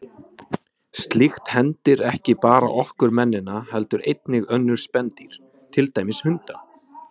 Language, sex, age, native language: Icelandic, male, 20-29, Icelandic